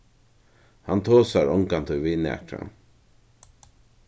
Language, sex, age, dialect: Faroese, male, 61+, Norðurstreymoy/Eysturoy